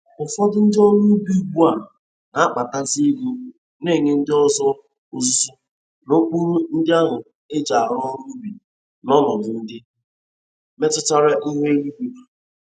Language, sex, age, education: Igbo, male, 15-29, tertiary